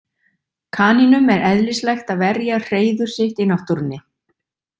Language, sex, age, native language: Icelandic, female, 60-69, Icelandic